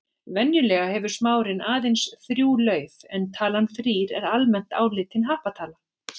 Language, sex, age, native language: Icelandic, female, 40-49, Icelandic